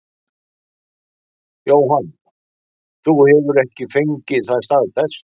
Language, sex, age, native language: Icelandic, male, 60-69, Icelandic